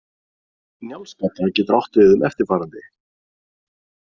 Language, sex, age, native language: Icelandic, male, 30-39, Icelandic